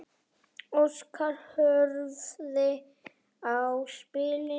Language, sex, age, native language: Icelandic, female, 7, Icelandic